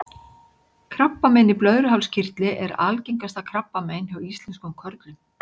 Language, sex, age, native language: Icelandic, female, 60-69, Icelandic